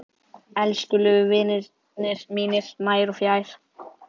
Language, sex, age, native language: Icelandic, male, 11, Icelandic